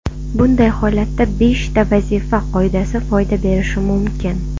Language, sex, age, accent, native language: Uzbek, female, under 19, Navoiy, Uzbek